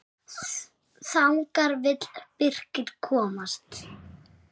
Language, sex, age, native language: Icelandic, male, 6, Icelandic